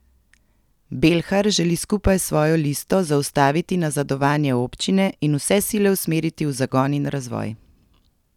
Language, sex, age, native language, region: Slovenian, female, 30-49, Slovenian, Central Slovenia